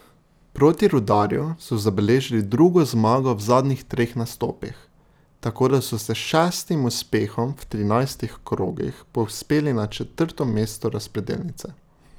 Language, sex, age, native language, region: Slovenian, male, 18-29, Slovenian, Drava region